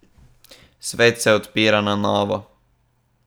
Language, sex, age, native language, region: Slovenian, male, 18-29, Slovenian, Southeast Slovenia